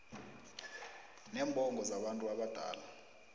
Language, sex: South Ndebele, female